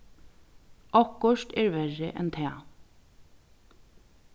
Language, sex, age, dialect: Faroese, female, 36-60, Vágar